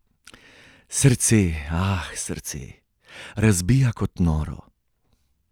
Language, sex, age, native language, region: Slovenian, male, 30-49, Slovenian, Gorenjska region